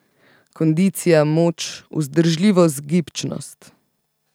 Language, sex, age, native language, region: Slovenian, female, 18-29, Slovenian, Central Slovenia